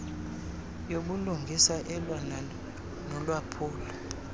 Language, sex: Xhosa, female